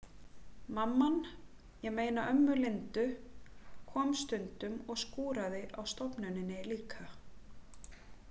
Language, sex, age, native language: Icelandic, female, 40-49, Icelandic